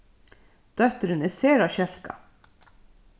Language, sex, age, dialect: Faroese, female, 36-60, Suðurstreymoy